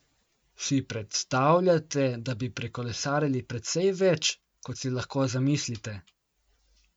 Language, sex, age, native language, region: Slovenian, male, 18-29, Slovenian, Coastal Karst region